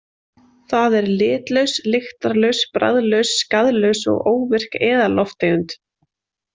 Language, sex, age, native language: Icelandic, female, 20-29, Icelandic